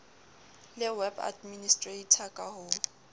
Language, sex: Southern Sotho, female